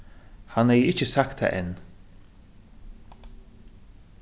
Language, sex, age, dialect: Faroese, male, 36-60, Suðurstreymoy